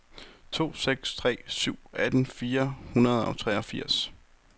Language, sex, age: Danish, male, 23